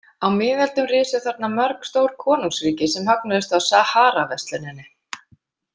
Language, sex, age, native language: Icelandic, female, 50-59, Icelandic